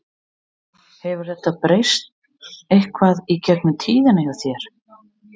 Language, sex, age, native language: Icelandic, female, 60-69, Icelandic